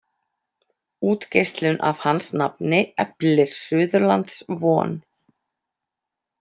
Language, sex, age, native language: Icelandic, female, 30-39, Icelandic